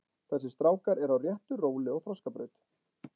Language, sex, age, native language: Icelandic, male, 40-49, Icelandic